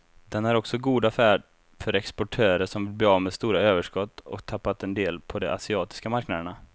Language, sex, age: Swedish, male, 24